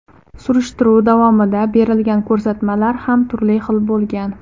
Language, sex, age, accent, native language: Uzbek, female, 19-29, Farg'ona, Uzbek